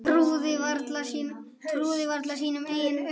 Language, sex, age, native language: Icelandic, male, 8, Icelandic